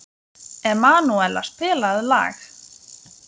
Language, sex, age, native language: Icelandic, female, 20-29, Lithuanian